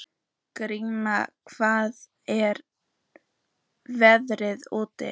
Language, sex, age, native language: Icelandic, female, 14, Icelandic